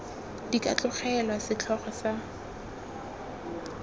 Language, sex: Tswana, female